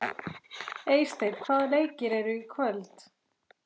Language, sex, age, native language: Icelandic, female, 40-49, Icelandic